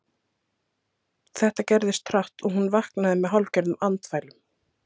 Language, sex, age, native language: Icelandic, female, 30-39, Icelandic